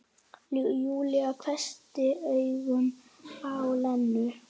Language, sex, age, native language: Icelandic, male, 9, Icelandic